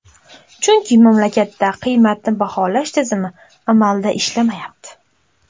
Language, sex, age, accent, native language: Uzbek, female, 18-24, Andijon, Uzbek